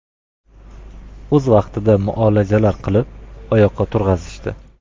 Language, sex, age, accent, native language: Uzbek, male, 25-34, Qashqadaryo, Uzbek